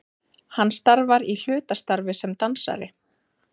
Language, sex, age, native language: Icelandic, female, 30-39, Icelandic